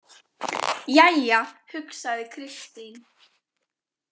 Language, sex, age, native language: Icelandic, female, 20-29, Icelandic